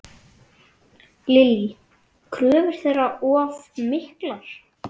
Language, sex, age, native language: Icelandic, male, 9, Icelandic